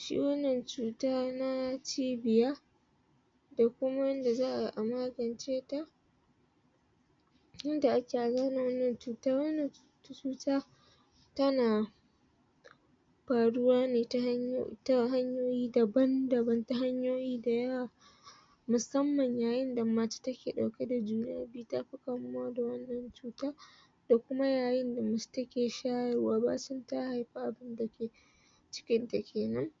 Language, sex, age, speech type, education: Hausa, female, 30-45, spontaneous, tertiary